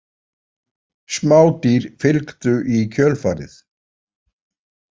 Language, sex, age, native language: Icelandic, male, 40-49, Icelandic